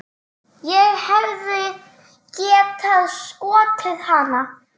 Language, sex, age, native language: Icelandic, male, 9, Icelandic